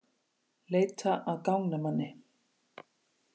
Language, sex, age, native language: Icelandic, female, 40-49, Icelandic